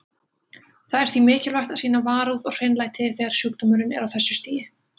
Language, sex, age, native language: Icelandic, female, 20-29, Icelandic